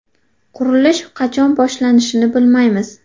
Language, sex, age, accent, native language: Uzbek, female, 18-24, Qashqadaryo, Uzbek